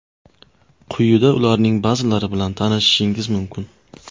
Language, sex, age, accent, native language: Uzbek, male, 25-34, Qoraqalpog'iston, Uzbek